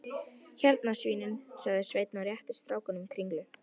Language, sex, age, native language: Icelandic, female, 11, Icelandic